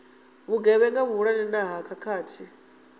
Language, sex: Venda, female